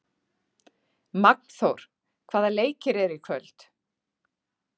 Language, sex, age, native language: Icelandic, female, 40-49, Icelandic